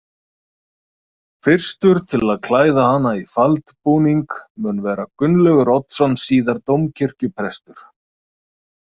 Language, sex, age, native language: Icelandic, male, 30-39, Icelandic